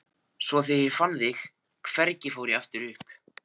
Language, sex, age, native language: Icelandic, male, 14, Icelandic